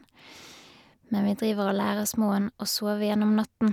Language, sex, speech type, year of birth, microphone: Norwegian, female, spontaneous, 1985, Shure